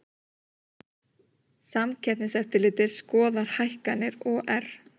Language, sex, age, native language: Icelandic, female, 30-39, Icelandic